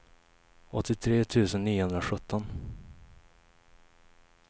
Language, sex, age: Swedish, male, 21